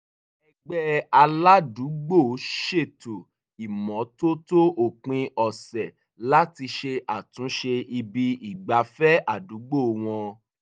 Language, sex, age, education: Yoruba, male, 15-29, tertiary